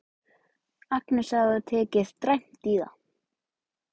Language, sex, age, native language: Icelandic, male, 12, Icelandic